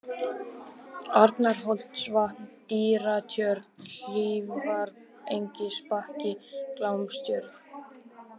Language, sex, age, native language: Icelandic, male, 18-19, Icelandic